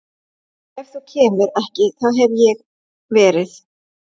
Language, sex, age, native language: Icelandic, female, 11, Icelandic